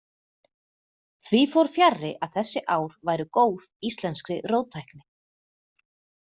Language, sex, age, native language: Icelandic, female, 40-49, Icelandic